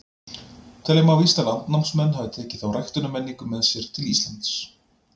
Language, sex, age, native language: Icelandic, male, 40-49, Icelandic